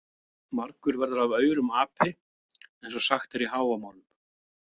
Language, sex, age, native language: Icelandic, male, 40-49, Icelandic